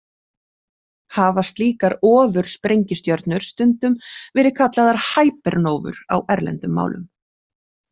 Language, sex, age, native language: Icelandic, female, 40-49, Icelandic